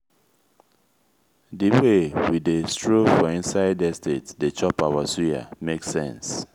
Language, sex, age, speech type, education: Nigerian Pidgin, male, 30-45, spontaneous, tertiary